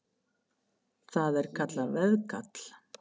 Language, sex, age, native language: Icelandic, female, 50-59, Icelandic